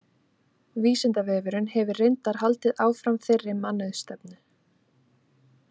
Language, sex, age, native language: Icelandic, female, 20-29, Icelandic